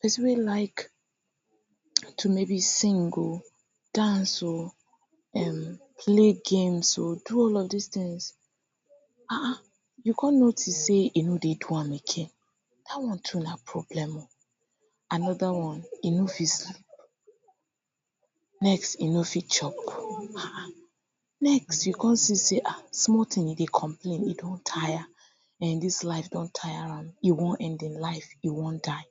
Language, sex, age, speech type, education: Nigerian Pidgin, female, 15-29, spontaneous, tertiary